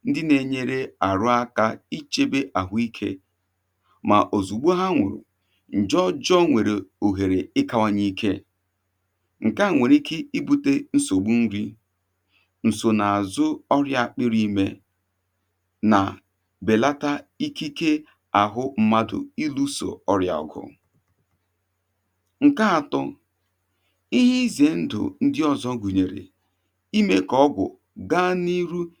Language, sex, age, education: Igbo, male, 30-45, tertiary